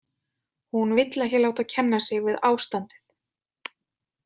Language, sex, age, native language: Icelandic, female, 20-29, Icelandic